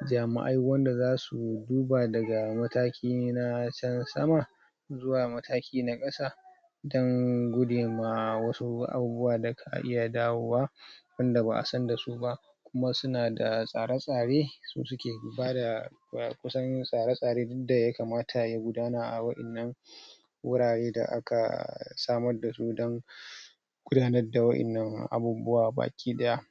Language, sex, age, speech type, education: Hausa, male, 30-45, spontaneous, tertiary